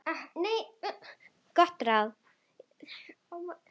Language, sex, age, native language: Icelandic, female, 10, Icelandic